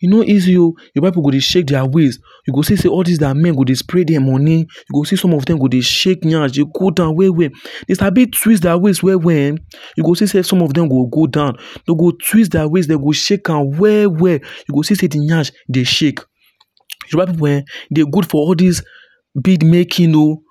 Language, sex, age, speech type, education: Nigerian Pidgin, male, 15-29, spontaneous, tertiary